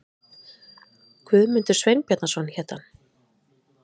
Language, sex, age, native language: Icelandic, female, 30-39, Icelandic